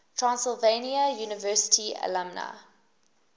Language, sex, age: English, female, 19